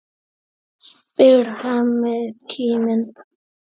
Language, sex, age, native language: Icelandic, male, 9, Icelandic